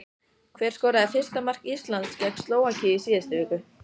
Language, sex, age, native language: Icelandic, female, 14, Icelandic